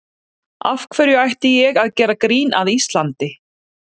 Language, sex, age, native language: Icelandic, female, 30-39, Icelandic